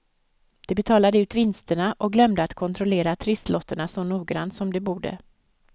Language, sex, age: Swedish, female, 55